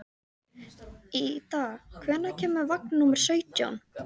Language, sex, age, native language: Icelandic, female, 13, Icelandic